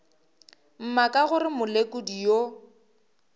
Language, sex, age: Northern Sotho, female, 23